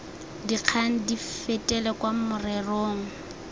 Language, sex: Tswana, female